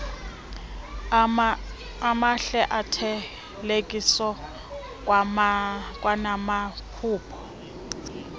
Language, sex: Xhosa, female